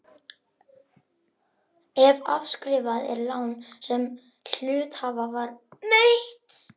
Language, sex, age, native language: Icelandic, male, 11, Icelandic